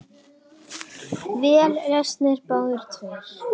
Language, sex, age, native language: Icelandic, female, 9, Icelandic